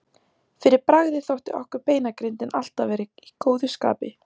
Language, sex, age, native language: Icelandic, female, 14, Icelandic